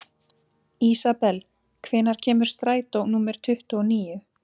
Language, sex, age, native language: Icelandic, female, 30-39, Icelandic